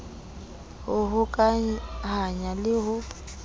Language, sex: Southern Sotho, female